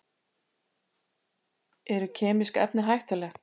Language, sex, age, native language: Icelandic, female, 80-89, Icelandic